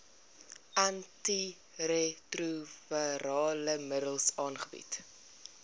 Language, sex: Afrikaans, female